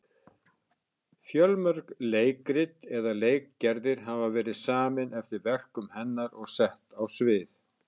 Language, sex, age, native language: Icelandic, male, 60-69, Icelandic